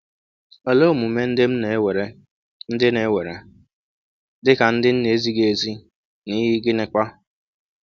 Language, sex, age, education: Igbo, male, 15-29, tertiary